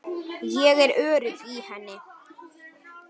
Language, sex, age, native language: Icelandic, male, 9, Icelandic